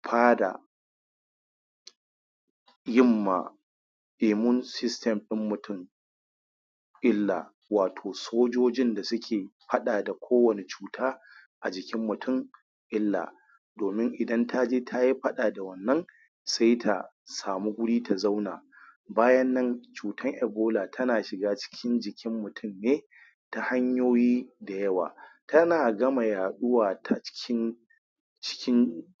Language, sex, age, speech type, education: Hausa, male, 30-45, spontaneous, tertiary